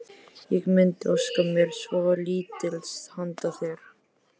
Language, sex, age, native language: Icelandic, male, 11, Icelandic